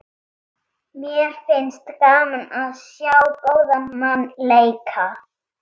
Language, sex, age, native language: Icelandic, female, 13, Icelandic